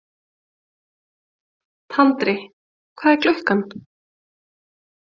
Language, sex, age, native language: Icelandic, female, 20-29, Icelandic